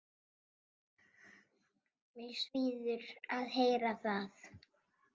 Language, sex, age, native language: Icelandic, female, 50-59, Icelandic